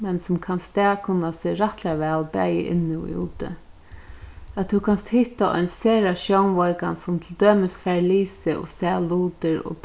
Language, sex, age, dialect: Faroese, female, 36-60, Norðurstreymoy/Eysturoy